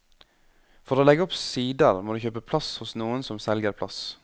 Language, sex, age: Norwegian, male, 21